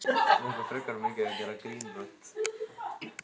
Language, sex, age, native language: Icelandic, male, 14, Icelandic